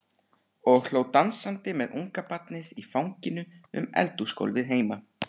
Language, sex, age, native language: Icelandic, male, 13, Icelandic